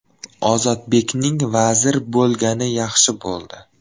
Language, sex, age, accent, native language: Uzbek, male, 12-17, Toshkent viloyati, Uzbek